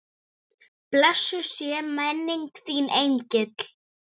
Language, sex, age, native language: Icelandic, female, 7, Icelandic